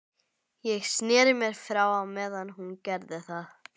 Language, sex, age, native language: Icelandic, female, 11, Icelandic